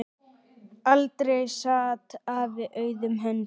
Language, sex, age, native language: Icelandic, male, 9, Icelandic